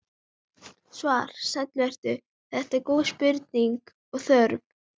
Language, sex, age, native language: Icelandic, female, 11, Icelandic